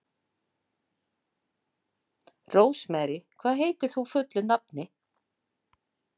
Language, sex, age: Icelandic, female, 60-69